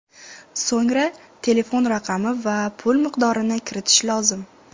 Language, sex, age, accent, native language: Uzbek, female, 18-24, Andijon, Uzbek